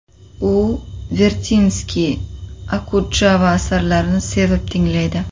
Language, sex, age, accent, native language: Uzbek, female, 25-34, Qoraqalpog'iston, Uzbek